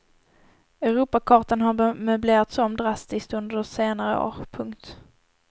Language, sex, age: Swedish, female, 18